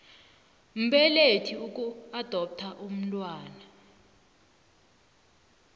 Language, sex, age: South Ndebele, female, 20